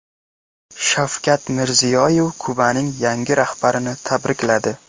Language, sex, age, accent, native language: Uzbek, male, 18-24, Qashqadaryo, Uzbek